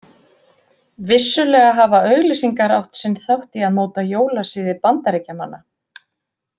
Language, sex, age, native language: Icelandic, female, 50-59, Icelandic